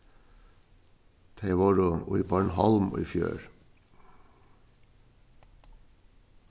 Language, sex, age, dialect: Faroese, male, 61+, Suðurstreymoy